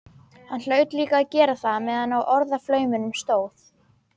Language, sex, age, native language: Icelandic, female, 12, Icelandic